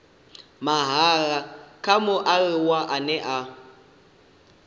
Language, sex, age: Venda, male, 18